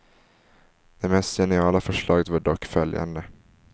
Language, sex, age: Swedish, male, 19